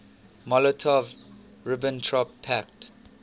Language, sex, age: English, male, 18